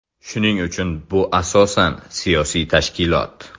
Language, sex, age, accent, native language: Uzbek, male, 18-24, Samarqand, Uzbek